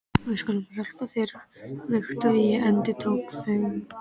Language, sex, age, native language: Icelandic, female, 13, Icelandic